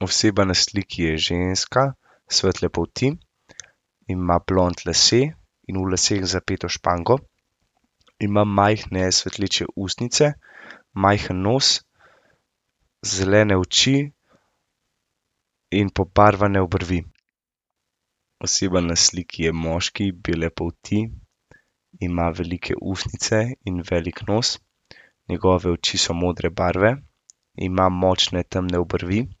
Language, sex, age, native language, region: Slovenian, male, 18-29, Slovenian, Central Slovenia